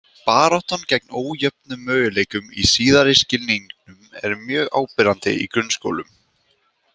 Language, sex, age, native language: Icelandic, female, 18-19, Icelandic